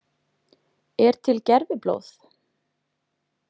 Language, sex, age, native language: Icelandic, female, 20-29, Icelandic